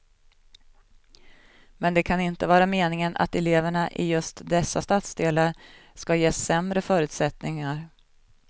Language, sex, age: Swedish, female, 37